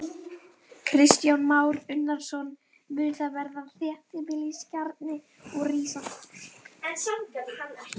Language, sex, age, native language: Icelandic, female, 11, Icelandic